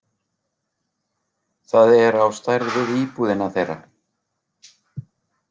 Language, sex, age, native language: Icelandic, male, 40-49, Icelandic